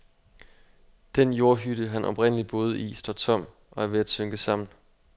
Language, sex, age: Danish, male, 25